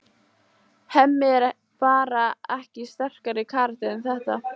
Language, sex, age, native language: Icelandic, female, 14, Icelandic